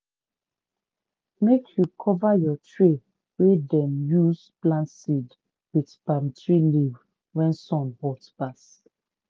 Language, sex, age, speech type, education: Nigerian Pidgin, female, 30-45, spontaneous, tertiary